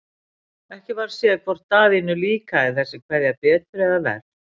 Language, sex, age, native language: Icelandic, female, 60-69, Icelandic